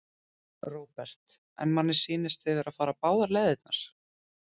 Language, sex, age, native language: Icelandic, female, 30-39, Icelandic